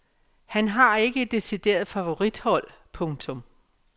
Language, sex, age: Danish, female, 57